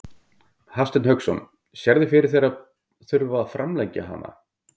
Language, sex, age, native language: Icelandic, male, 50-59, Icelandic